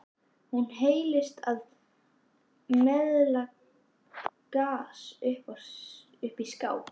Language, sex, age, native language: Icelandic, female, 11, Icelandic